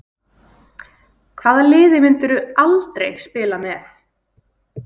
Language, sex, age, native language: Icelandic, female, 20-29, Icelandic